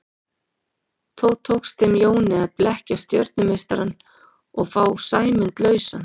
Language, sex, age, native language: Icelandic, female, 40-49, Icelandic